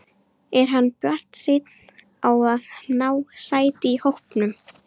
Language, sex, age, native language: Icelandic, female, 12, Icelandic